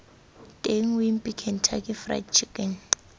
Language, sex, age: Tswana, female, 18